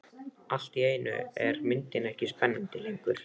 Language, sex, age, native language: Icelandic, male, 13, Icelandic